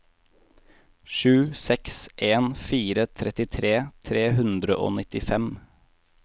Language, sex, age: Norwegian, male, 18